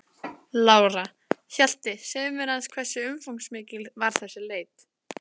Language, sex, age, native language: Icelandic, female, 15, Icelandic